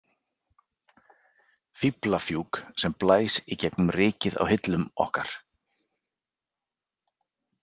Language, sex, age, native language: Icelandic, male, 40-49, Icelandic